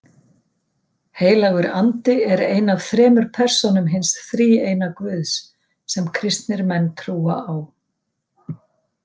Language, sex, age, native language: Icelandic, female, 50-59, Icelandic